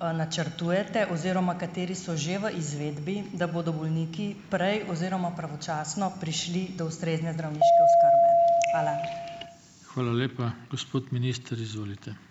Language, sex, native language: Slovenian, female, Slovenian